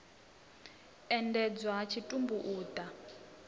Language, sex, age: Venda, female, 22